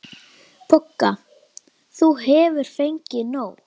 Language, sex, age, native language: Icelandic, female, 9, Icelandic